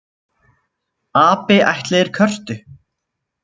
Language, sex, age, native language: Icelandic, male, 20-29, Icelandic